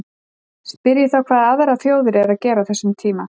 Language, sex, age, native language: Icelandic, female, 40-49, Icelandic